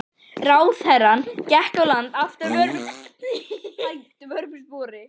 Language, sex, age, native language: Icelandic, female, 11, Icelandic